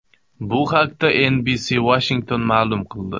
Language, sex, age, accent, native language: Uzbek, male, 25-34, Xorazm, Uzbek